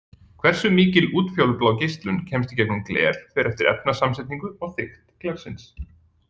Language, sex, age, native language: Icelandic, male, 40-49, Icelandic